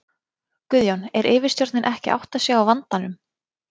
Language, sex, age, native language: Icelandic, female, 20-29, Icelandic